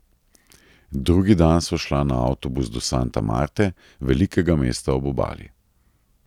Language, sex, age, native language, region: Slovenian, male, 30-49, Slovenian, Central Slovenia